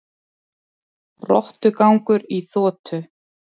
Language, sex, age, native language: Icelandic, female, 20-29, Icelandic